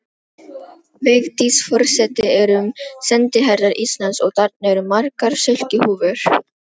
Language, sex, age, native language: Icelandic, female, 12, Filipino